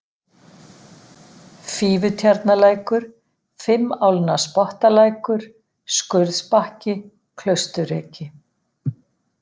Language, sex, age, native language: Icelandic, female, 50-59, Icelandic